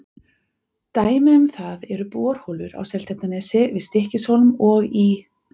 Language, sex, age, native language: Icelandic, female, 40-49, Icelandic